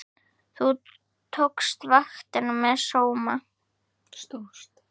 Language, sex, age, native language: Icelandic, female, 9, Icelandic